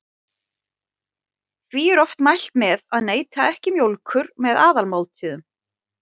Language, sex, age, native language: Icelandic, female, 40-49, Icelandic